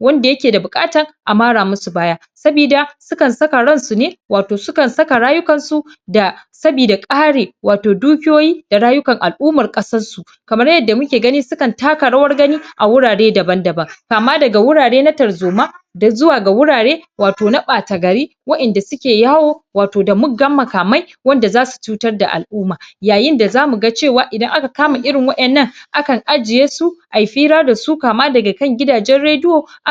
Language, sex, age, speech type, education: Hausa, female, 30-45, spontaneous, tertiary